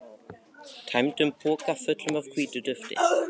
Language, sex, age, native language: Icelandic, male, 14, Icelandic